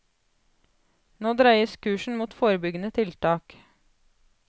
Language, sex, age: Norwegian, female, 28